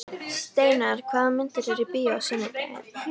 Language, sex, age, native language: Icelandic, female, 13, Icelandic